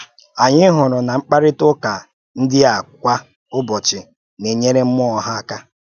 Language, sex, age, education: Igbo, male, 30-45, tertiary